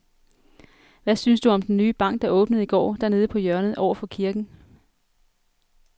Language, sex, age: Danish, female, 33